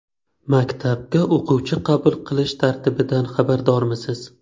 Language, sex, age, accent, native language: Uzbek, male, 25-34, Qashqadaryo, Uzbek